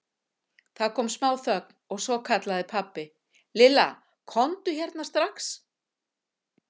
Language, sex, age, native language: Icelandic, female, 50-59, Icelandic